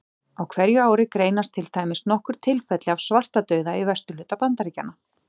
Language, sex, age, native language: Icelandic, female, 40-49, Icelandic